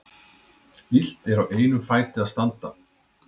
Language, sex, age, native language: Icelandic, male, 30-39, Icelandic